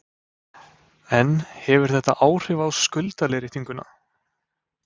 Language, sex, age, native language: Icelandic, male, 20-29, Icelandic